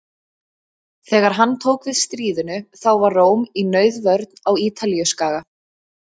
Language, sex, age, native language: Icelandic, female, 20-29, Icelandic